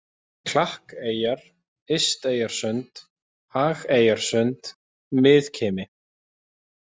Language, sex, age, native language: Icelandic, male, 20-29, Icelandic